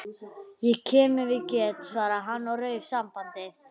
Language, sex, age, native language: Icelandic, female, 11, Icelandic